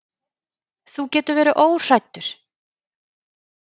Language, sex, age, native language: Icelandic, female, 30-39, Icelandic